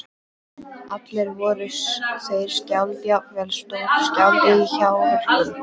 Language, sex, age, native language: Icelandic, female, 12, Icelandic